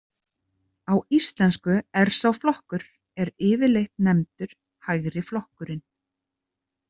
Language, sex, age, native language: Icelandic, female, 30-39, Icelandic